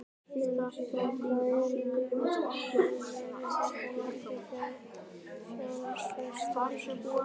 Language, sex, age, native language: Icelandic, male, 18-19, Icelandic